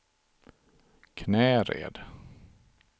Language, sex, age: Swedish, male, 42